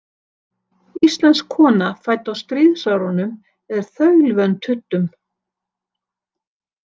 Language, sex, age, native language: Icelandic, female, 60-69, Icelandic